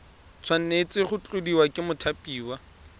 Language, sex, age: Tswana, male, 23